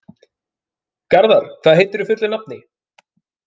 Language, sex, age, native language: Icelandic, male, 30-39, Finnish